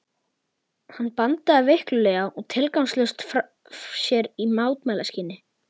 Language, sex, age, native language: Icelandic, male, 11, Icelandic